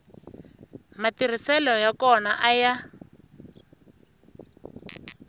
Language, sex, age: Tsonga, female, 20